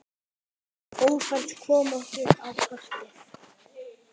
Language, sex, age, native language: Icelandic, male, 10, Icelandic